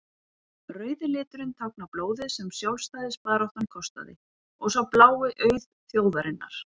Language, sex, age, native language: Icelandic, female, 40-49, Icelandic